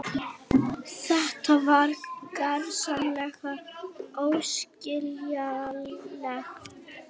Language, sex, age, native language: Icelandic, female, 18-19, Icelandic